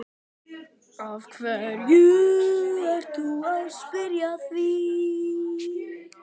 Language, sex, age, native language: Icelandic, male, 12, Icelandic